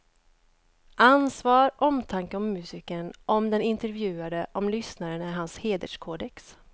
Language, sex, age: Swedish, female, 29